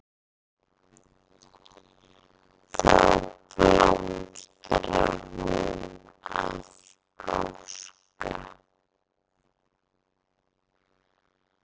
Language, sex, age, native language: Icelandic, female, 30-39, Icelandic